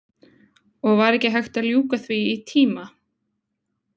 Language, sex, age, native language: Icelandic, female, 20-29, Icelandic